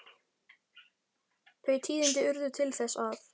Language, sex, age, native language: Icelandic, male, 11, Icelandic